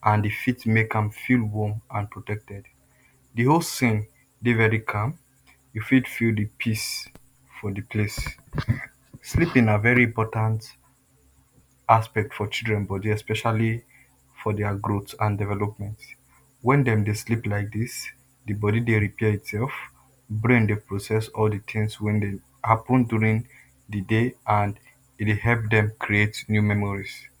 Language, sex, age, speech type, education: Nigerian Pidgin, male, 30-45, spontaneous, tertiary